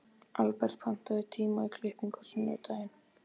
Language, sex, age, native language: Icelandic, male, 12, Icelandic